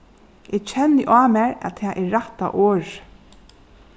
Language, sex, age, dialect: Faroese, female, 36-60, Suðurstreymoy